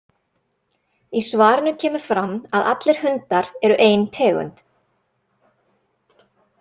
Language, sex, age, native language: Icelandic, female, 30-39, Icelandic